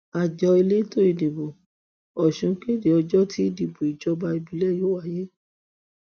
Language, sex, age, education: Yoruba, female, 60+, tertiary